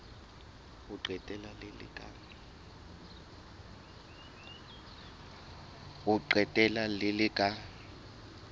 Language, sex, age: Southern Sotho, male, 21